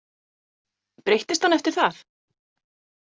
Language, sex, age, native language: Icelandic, female, 40-49, Icelandic